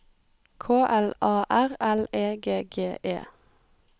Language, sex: Norwegian, female